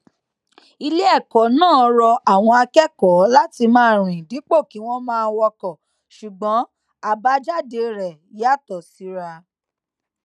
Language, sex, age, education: Yoruba, female, 15-29, tertiary